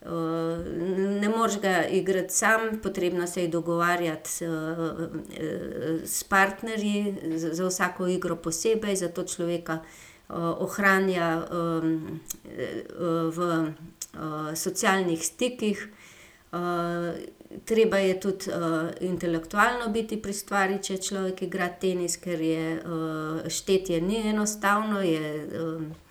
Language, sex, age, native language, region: Slovenian, female, 50-59, Slovenian, Gorenjska region